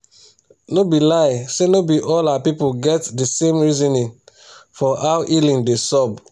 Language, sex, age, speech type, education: Nigerian Pidgin, male, 30-45, spontaneous, tertiary